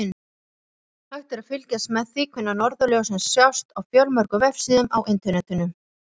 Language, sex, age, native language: Icelandic, female, 40-49, Icelandic